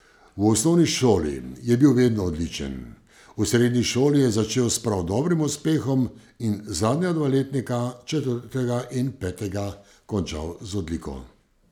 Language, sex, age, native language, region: Slovenian, male, 50-59, Slovenian, Savinja region